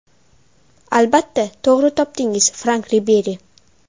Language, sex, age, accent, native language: Uzbek, female, 12-17, Toshkent shahri, Uzbek